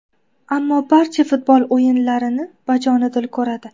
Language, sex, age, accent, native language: Uzbek, female, 18-24, Qashqadaryo, Uzbek